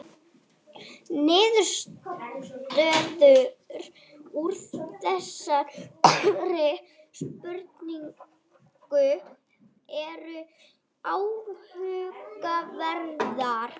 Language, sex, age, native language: Icelandic, other, 40-49, Icelandic